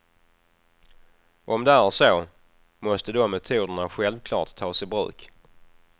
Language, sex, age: Swedish, male, 28